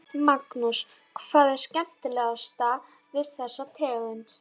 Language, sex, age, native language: Icelandic, female, 30-39, Polish